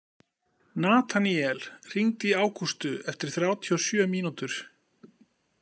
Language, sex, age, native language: Icelandic, male, 50-59, Icelandic